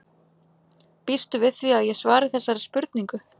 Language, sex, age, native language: Icelandic, female, 30-39, Icelandic